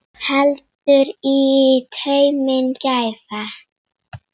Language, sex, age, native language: Icelandic, female, 6, Icelandic